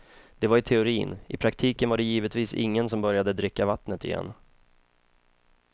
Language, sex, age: Swedish, male, 31